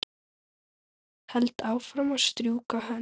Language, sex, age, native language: Icelandic, female, 9, Icelandic